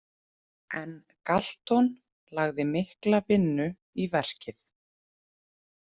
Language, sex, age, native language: Icelandic, female, 30-39, Icelandic